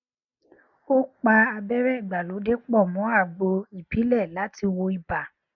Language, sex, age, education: Yoruba, female, 15-29, tertiary